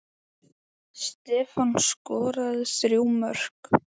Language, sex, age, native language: Icelandic, male, 10, Icelandic